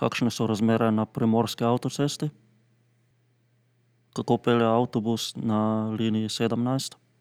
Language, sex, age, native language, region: Slovenian, male, 30-49, Slovenian, Central Slovenia